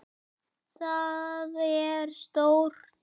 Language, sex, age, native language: Icelandic, male, 10, Icelandic